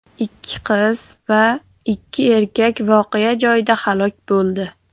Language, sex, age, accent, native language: Uzbek, female, 40-49, Farg'ona, Uzbek